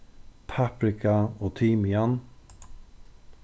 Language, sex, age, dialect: Faroese, male, 36-60, Norðurstreymoy/Eysturoy